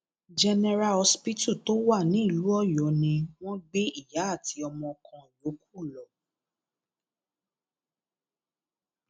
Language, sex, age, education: Yoruba, female, 15-29, tertiary